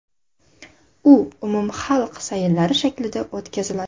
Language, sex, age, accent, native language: Uzbek, female, under 19, Andijon, Uzbek